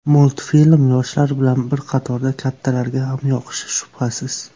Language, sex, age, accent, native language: Uzbek, male, 19-29, Namangan, Uzbek